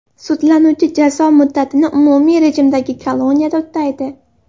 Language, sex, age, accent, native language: Uzbek, female, 18-24, Farg'ona, Uzbek